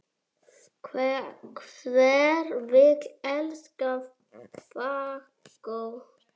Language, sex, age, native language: Icelandic, male, 7, Icelandic